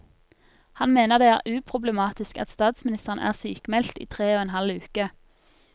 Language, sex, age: Norwegian, female, 24